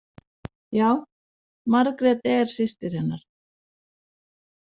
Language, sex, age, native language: Icelandic, female, 40-49, Danish